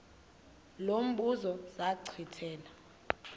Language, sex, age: Xhosa, female, 20